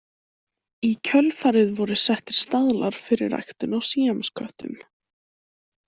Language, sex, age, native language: Icelandic, female, 18-19, Icelandic